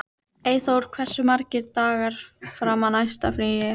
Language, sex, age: Icelandic, female, 12